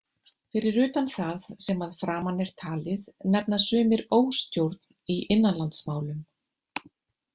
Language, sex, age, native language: Icelandic, female, 50-59, Icelandic